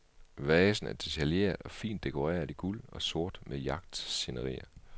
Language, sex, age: Danish, male, 38